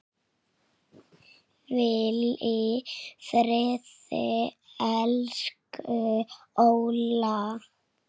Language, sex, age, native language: Icelandic, female, 6, Icelandic